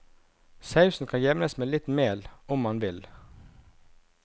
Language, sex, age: Norwegian, male, 37